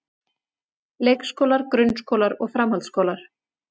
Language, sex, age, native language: Icelandic, female, 40-49, Icelandic